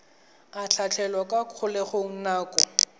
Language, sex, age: Tswana, male, 20